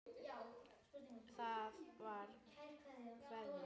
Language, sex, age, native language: Icelandic, female, 10, Icelandic